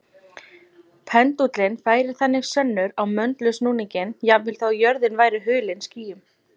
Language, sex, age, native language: Icelandic, female, 20-29, Icelandic